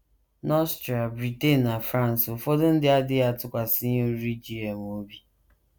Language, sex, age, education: Igbo, female, 30-45, tertiary